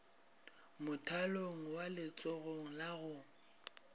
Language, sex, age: Northern Sotho, male, 22